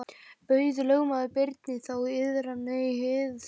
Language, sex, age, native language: Icelandic, male, 12, Icelandic